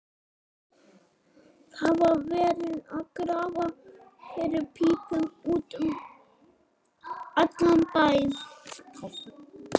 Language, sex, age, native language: Icelandic, male, 40-49, Icelandic